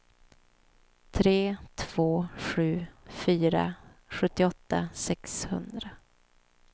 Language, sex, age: Swedish, female, 29